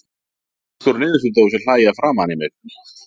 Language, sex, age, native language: Icelandic, male, 50-59, Icelandic